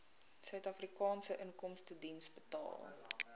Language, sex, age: Afrikaans, female, 21